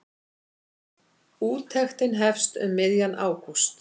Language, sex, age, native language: Icelandic, female, 50-59, Icelandic